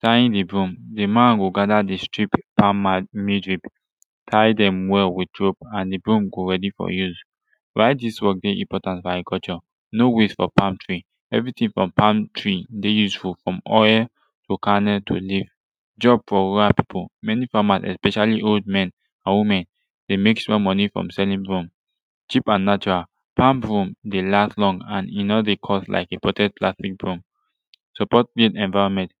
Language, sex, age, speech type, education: Nigerian Pidgin, male, 15-29, spontaneous, tertiary